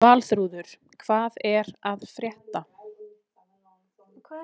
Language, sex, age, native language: Icelandic, female, 20-29, Icelandic